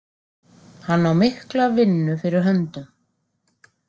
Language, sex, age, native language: Icelandic, female, 40-49, Icelandic